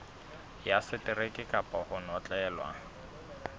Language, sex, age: Southern Sotho, male, 21